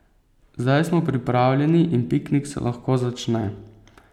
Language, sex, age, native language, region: Slovenian, male, 18-29, Slovenian, Posavska region